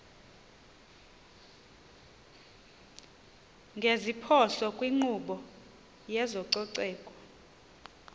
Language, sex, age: Xhosa, female, 30